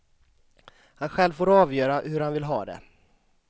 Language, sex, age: Swedish, male, 35